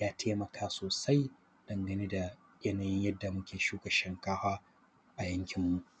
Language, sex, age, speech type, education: Hausa, male, 15-29, spontaneous, primary